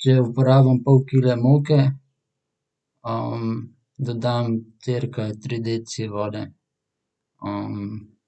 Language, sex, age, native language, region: Slovenian, male, 18-29, Slovenian, Central Slovenia